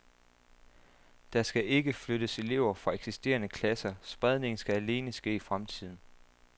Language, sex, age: Danish, male, 27